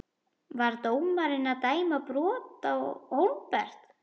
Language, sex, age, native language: Icelandic, female, 11, Icelandic